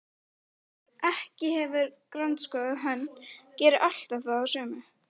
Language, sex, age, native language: Icelandic, female, 11, Icelandic